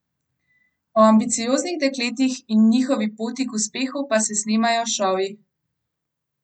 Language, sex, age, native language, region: Slovenian, female, 18-29, Slovenian, Gorenjska region